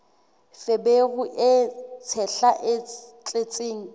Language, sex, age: Southern Sotho, female, 21